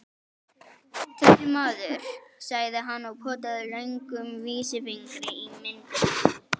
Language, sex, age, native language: Icelandic, female, 11, Icelandic